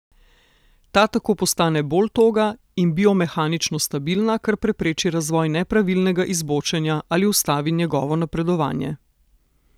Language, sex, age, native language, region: Slovenian, female, 30-49, Slovenian, Southeast Slovenia